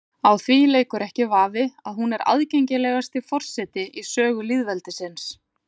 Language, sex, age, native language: Icelandic, female, 40-49, Icelandic